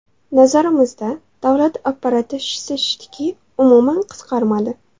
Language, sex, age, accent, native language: Uzbek, female, 12-17, Namangan, Uzbek